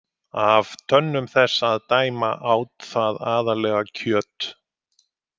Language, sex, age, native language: Icelandic, male, 50-59, Icelandic